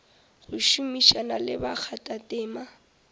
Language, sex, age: Northern Sotho, female, 18